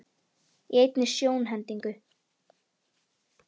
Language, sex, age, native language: Icelandic, female, 18-19, Icelandic